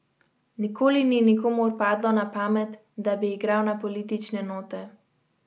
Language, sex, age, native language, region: Slovenian, female, 18-29, Slovenian, Central Slovenia